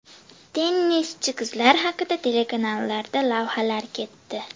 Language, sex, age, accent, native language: Uzbek, female, 12-17, Andijon, Uzbek